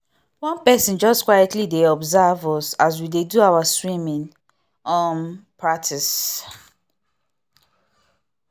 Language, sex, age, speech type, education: Nigerian Pidgin, female, 15-29, spontaneous, tertiary